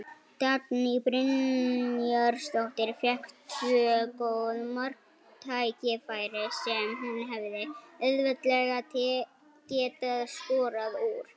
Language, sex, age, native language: Icelandic, female, 18-19, Icelandic